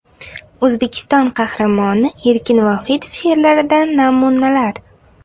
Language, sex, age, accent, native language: Uzbek, female, 18-24, Andijon, Uzbek